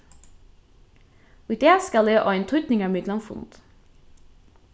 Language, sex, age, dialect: Faroese, female, 15-35, Norðurstreymoy/Eysturoy